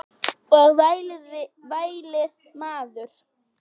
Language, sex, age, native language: Icelandic, female, 10, Polish